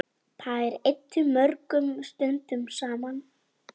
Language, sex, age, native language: Icelandic, female, 10, Icelandic